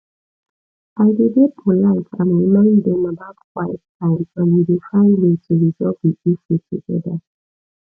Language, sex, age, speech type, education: Nigerian Pidgin, female, 15-29, spontaneous, tertiary